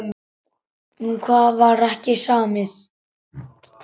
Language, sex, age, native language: Icelandic, male, 10, Icelandic